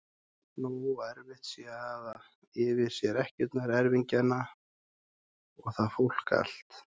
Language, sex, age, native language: Icelandic, male, 30-39, Icelandic